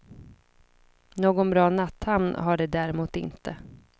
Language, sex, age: Swedish, female, 26